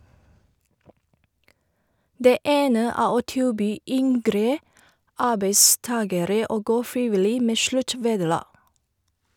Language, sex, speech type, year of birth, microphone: Norwegian, female, read, 1978, Shure